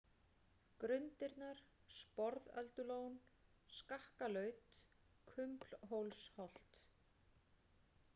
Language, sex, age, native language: Icelandic, female, 40-49, Icelandic